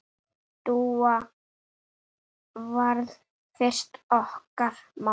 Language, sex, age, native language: Icelandic, female, 8, Icelandic